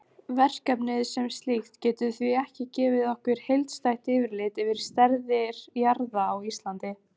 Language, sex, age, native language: Icelandic, female, 18-19, Icelandic